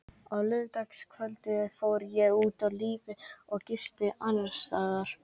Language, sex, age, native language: Icelandic, male, 13, Icelandic